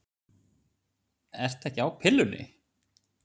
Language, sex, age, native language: Icelandic, male, 40-49, Icelandic